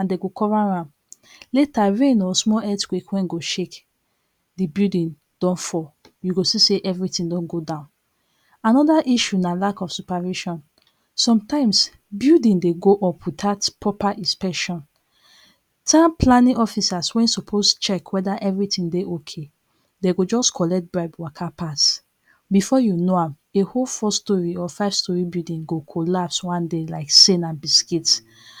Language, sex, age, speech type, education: Nigerian Pidgin, female, 30-45, spontaneous, tertiary